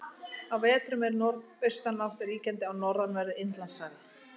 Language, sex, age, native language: Icelandic, female, 30-39, Icelandic